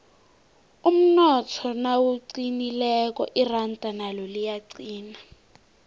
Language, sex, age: South Ndebele, female, 18